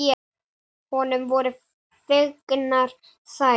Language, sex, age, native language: Icelandic, female, 8, Icelandic